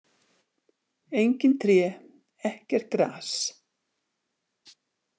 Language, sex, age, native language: Icelandic, female, 60-69, Icelandic